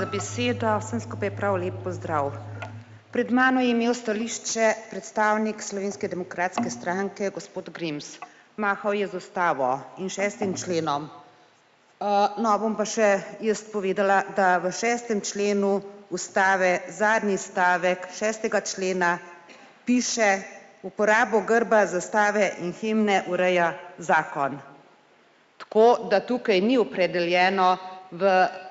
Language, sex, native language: Slovenian, female, Slovenian